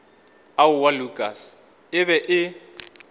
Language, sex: Northern Sotho, male